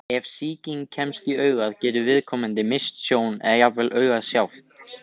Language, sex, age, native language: Icelandic, male, 18-19, Icelandic